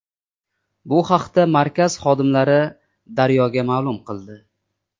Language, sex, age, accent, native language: Uzbek, male, 25-34, Namangan, Uzbek